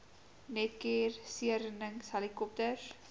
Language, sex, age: Afrikaans, female, 18